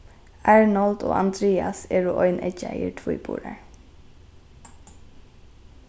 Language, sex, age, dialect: Faroese, female, 15-35, Norðurstreymoy/Eysturoy